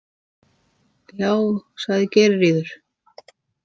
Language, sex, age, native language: Icelandic, female, 50-59, Icelandic